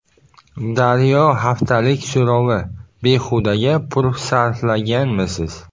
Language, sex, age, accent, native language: Uzbek, male, 18-24, Buxoro, Uzbek